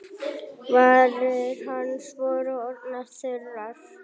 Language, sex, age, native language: Icelandic, female, 9, Icelandic